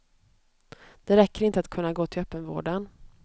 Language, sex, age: Swedish, female, 29